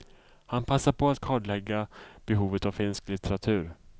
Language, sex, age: Swedish, male, 34